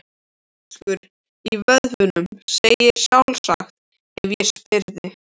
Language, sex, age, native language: Icelandic, other, 13, Icelandic